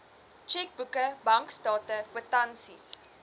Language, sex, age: Afrikaans, female, 20